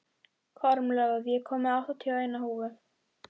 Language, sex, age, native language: Icelandic, female, 12, Icelandic